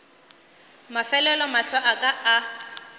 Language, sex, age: Northern Sotho, female, 18